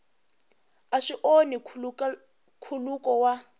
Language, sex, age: Tsonga, female, 21